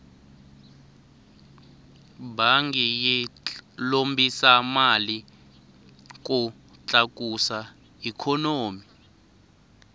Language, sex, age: Tsonga, male, 19